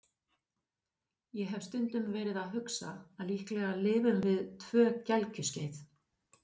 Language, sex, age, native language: Icelandic, female, 50-59, Icelandic